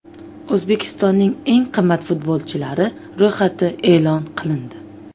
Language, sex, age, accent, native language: Uzbek, female, 25-34, Toshkent viloyati, Uzbek